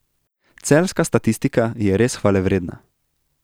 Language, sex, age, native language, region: Slovenian, male, 18-29, Slovenian, Central Slovenia